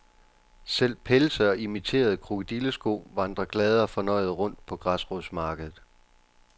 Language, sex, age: Danish, male, 29